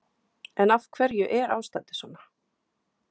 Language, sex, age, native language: Icelandic, female, 20-29, Icelandic